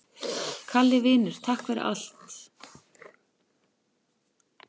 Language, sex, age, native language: Icelandic, male, 10, Icelandic